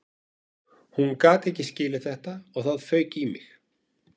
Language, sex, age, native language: Icelandic, male, 40-49, Icelandic